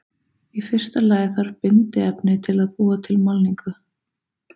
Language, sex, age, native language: Icelandic, female, 30-39, Icelandic